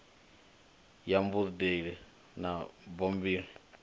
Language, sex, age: Venda, male, 25